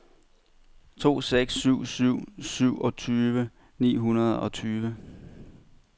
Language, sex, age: Danish, male, 31